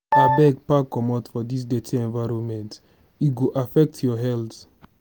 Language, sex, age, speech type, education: Nigerian Pidgin, male, 15-29, spontaneous, tertiary